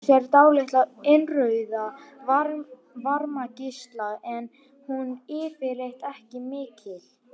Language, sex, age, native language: Icelandic, male, 18-19, Icelandic